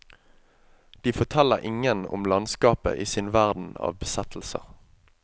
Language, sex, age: Norwegian, male, 25